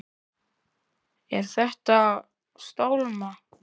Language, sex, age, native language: Icelandic, male, 10, Icelandic